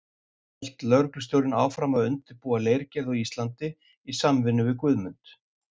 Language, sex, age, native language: Icelandic, male, 50-59, Icelandic